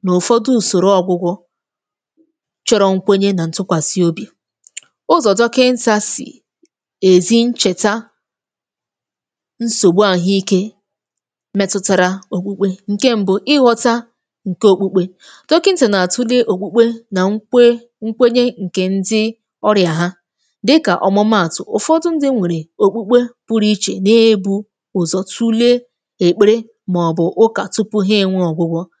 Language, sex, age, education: Igbo, female, 15-29, tertiary